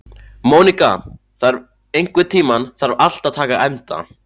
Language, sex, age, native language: Icelandic, male, 14, Icelandic